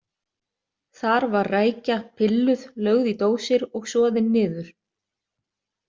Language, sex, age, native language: Icelandic, other, 30-39, Icelandic